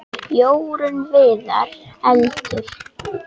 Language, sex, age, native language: Icelandic, female, 10, Icelandic